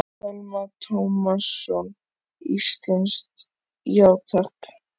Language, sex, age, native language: Icelandic, male, 14, Icelandic